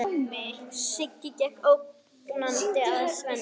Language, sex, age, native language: Icelandic, female, 10, Icelandic